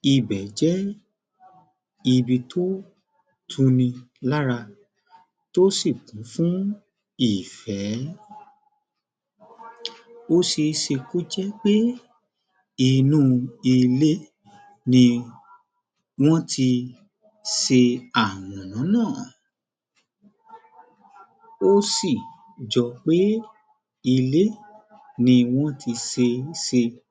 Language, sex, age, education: Yoruba, male, 30-45, tertiary